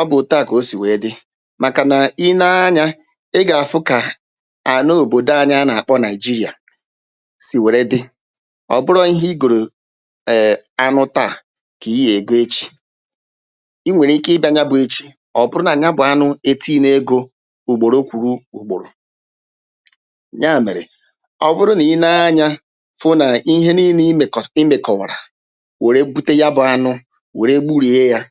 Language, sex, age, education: Igbo, male, 30-45, tertiary